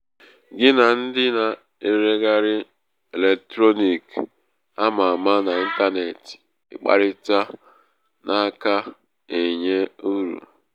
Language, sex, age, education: Igbo, male, 15-29, tertiary